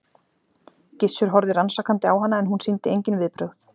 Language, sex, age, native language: Icelandic, female, 40-49, Icelandic